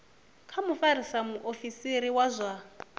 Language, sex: Venda, female